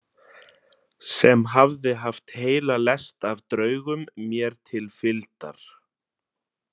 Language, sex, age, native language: Icelandic, male, 30-39, Icelandic